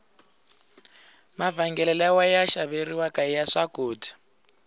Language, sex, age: Tsonga, male, 20